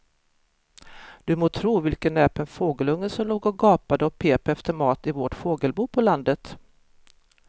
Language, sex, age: Swedish, female, 53